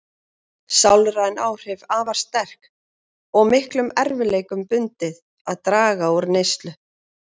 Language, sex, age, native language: Icelandic, female, 40-49, Icelandic